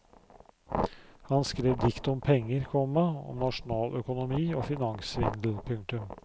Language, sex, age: Norwegian, male, 44